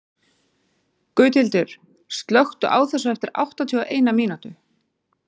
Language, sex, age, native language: Icelandic, female, 40-49, Icelandic